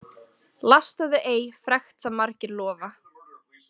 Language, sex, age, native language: Icelandic, female, 20-29, Icelandic